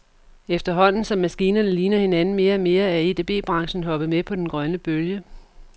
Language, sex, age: Danish, female, 44